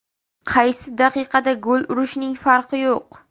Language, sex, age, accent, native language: Uzbek, female, 18-24, Sirdaryo, Uzbek